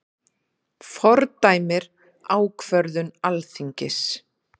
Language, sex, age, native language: Icelandic, female, 30-39, Icelandic